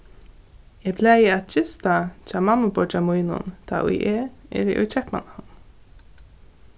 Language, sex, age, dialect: Faroese, female, 15-35, Norðuroyggjar